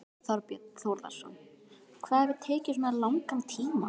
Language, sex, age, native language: Icelandic, female, 12, Icelandic